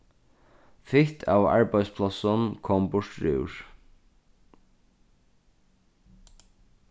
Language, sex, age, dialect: Faroese, male, 36-60, Norðurstreymoy/Eysturoy